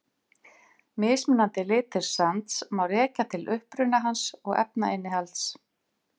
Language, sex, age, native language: Icelandic, female, 50-59, Icelandic